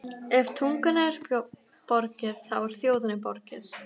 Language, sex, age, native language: Icelandic, female, 12, Icelandic